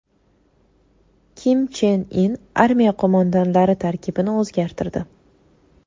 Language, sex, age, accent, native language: Uzbek, female, 18-24, Toshkent shahri, Uzbek